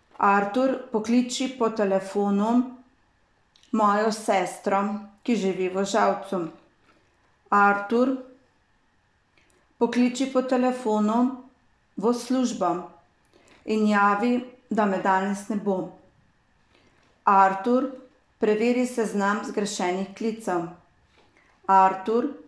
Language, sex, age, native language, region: Slovenian, female, 50-59, Slovenian, Savinja region